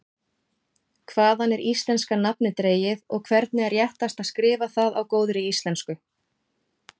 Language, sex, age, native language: Icelandic, female, 40-49, Icelandic